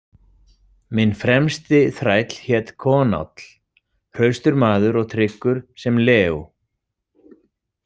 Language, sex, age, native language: Icelandic, male, 40-49, Icelandic